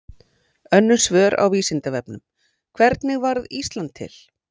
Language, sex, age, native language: Icelandic, female, 40-49, Icelandic